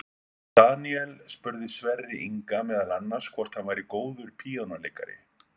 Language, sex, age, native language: Icelandic, male, 50-59, Icelandic